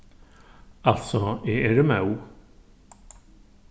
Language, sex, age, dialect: Faroese, male, 36-60, Norðurstreymoy/Eysturoy